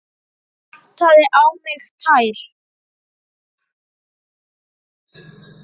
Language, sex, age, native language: Icelandic, male, 8, Icelandic